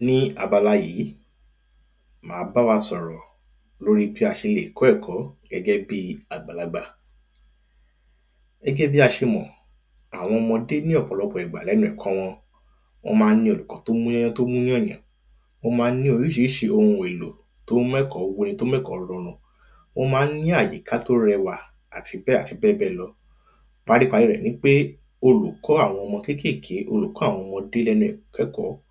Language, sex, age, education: Yoruba, male, 30-45, primary